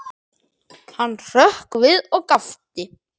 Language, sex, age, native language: Icelandic, male, 10, Icelandic